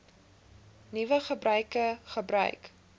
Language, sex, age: Afrikaans, female, 20